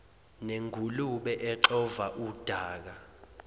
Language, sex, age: Zulu, male, 20